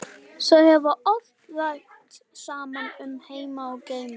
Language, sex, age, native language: Icelandic, male, 12, Icelandic